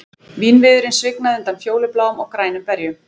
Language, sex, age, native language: Icelandic, female, 20-29, Icelandic